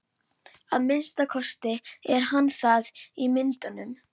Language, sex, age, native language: Icelandic, female, 11, Icelandic